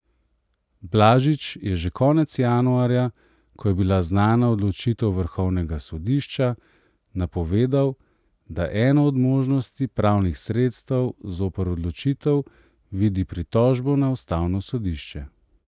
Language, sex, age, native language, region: Slovenian, male, 30-49, Slovenian, Central Slovenia